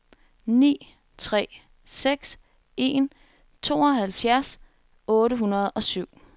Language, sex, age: Danish, female, 21